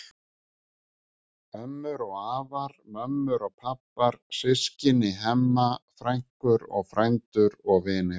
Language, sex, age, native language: Icelandic, male, 50-59, Icelandic